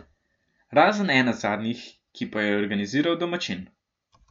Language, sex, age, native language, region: Slovenian, male, 12-17, Slovenian, Gorenjska region